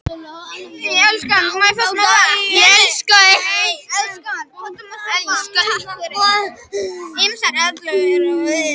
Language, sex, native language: Icelandic, other, Icelandic